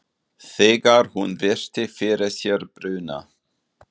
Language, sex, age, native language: Icelandic, male, 40-49, German